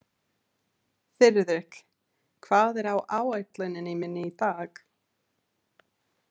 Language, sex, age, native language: Icelandic, female, 30-39, English